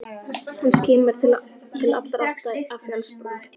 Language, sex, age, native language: Icelandic, female, 11, Icelandic